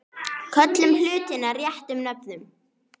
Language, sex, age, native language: Icelandic, male, 10, Icelandic